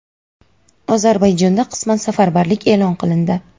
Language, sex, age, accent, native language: Uzbek, female, 19-29, Toshkent viloyati, Uzbek